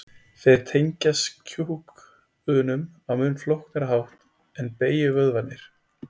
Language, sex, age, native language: Icelandic, male, 20-29, Icelandic